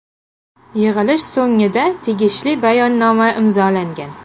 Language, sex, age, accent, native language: Uzbek, female, 18-24, Qashqadaryo, Uzbek